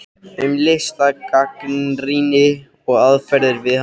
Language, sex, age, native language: Icelandic, male, 13, Icelandic